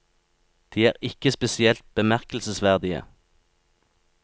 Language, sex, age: Norwegian, male, 36